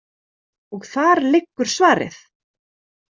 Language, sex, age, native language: Icelandic, female, 30-39, Icelandic